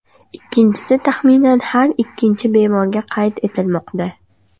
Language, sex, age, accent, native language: Uzbek, female, under 19, Andijon, Uzbek